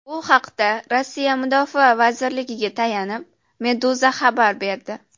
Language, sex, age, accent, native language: Uzbek, female, under 19, Jizzax, Uzbek